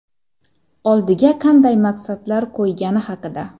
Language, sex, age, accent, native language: Uzbek, female, 18-24, Xorazm, Uzbek